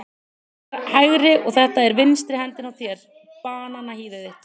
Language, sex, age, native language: Icelandic, female, 30-39, Icelandic